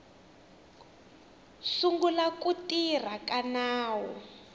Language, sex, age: Tsonga, female, 19